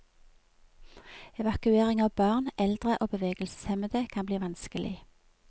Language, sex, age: Norwegian, female, 46